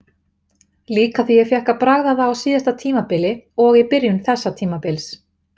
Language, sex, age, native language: Icelandic, female, 50-59, Icelandic